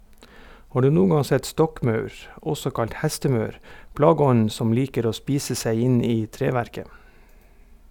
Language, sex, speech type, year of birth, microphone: Norwegian, male, read, 1971, Sennheiser